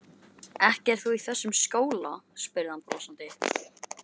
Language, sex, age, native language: Icelandic, male, 13, Icelandic